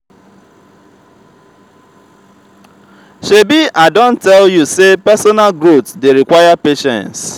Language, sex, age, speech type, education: Nigerian Pidgin, male, 30-45, spontaneous, tertiary